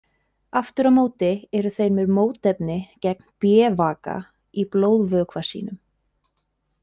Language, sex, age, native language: Icelandic, female, 20-29, Icelandic